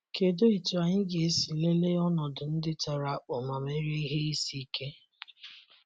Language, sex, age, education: Igbo, male, 15-29, secondary